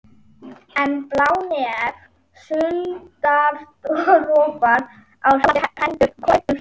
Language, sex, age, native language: Icelandic, female, 40-49, Icelandic